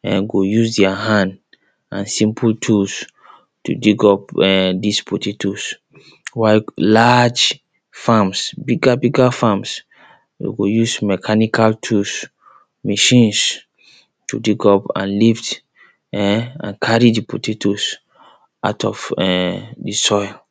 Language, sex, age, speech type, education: Nigerian Pidgin, male, 30-45, spontaneous, secondary